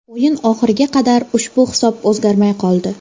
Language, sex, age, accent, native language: Uzbek, female, 12-17, Farg'ona, Uzbek